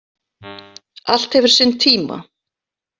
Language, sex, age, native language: Icelandic, female, 40-49, Icelandic